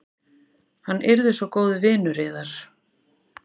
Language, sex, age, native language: Icelandic, female, 40-49, Icelandic